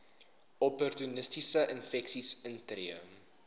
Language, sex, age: Afrikaans, male, 19